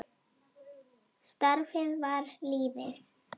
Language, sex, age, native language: Icelandic, female, 8, Icelandic